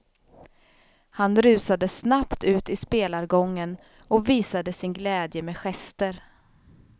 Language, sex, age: Swedish, female, 32